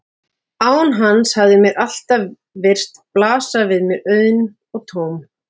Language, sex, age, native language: Icelandic, female, 40-49, Icelandic